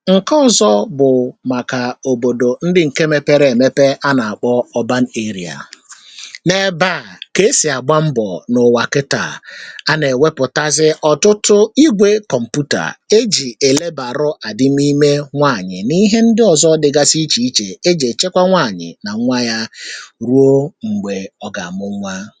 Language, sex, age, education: Igbo, male, 30-45, tertiary